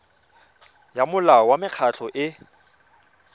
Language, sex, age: Tswana, male, 24